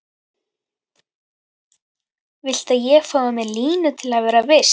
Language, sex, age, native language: Icelandic, female, 11, Icelandic